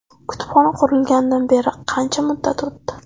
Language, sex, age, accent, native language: Uzbek, female, 19-29, Navoiy, Uzbek